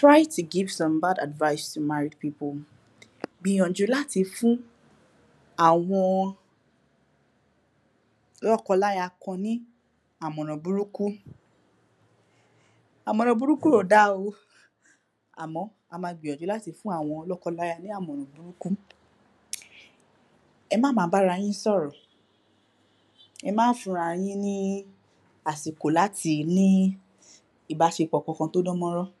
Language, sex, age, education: Yoruba, female, 46-60, tertiary